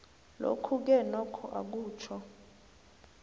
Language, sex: South Ndebele, female